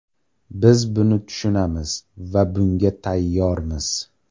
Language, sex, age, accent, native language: Uzbek, male, 18-24, Farg'ona, Uzbek